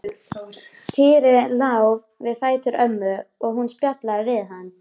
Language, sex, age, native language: Icelandic, female, 13, Icelandic